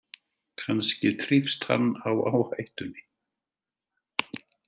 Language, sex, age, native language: Icelandic, male, 70-79, Icelandic